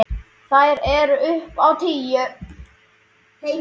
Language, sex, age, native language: Icelandic, male, 10, Icelandic